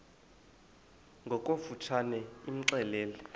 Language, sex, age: Xhosa, male, 20